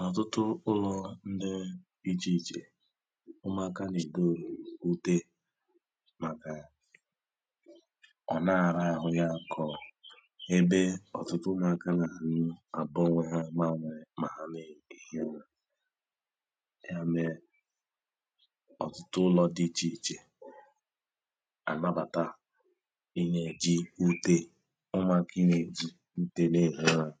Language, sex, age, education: Igbo, male, 30-45, tertiary